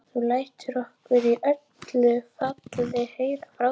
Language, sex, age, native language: Icelandic, female, 11, Icelandic